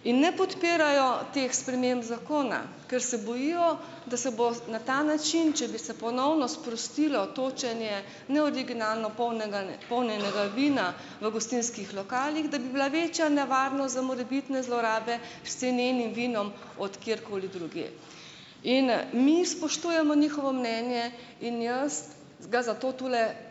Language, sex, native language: Slovenian, female, Slovenian